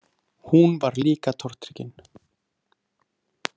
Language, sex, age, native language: Icelandic, male, 30-39, Icelandic